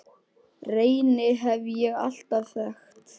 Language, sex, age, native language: Icelandic, male, 10, Icelandic